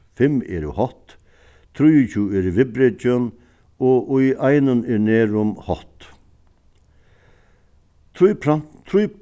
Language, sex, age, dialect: Faroese, male, 61+, Suðuroy